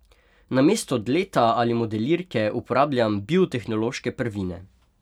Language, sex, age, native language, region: Slovenian, male, 18-29, Slovenian, Pomurje region